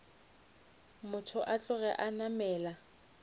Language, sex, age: Northern Sotho, female, 29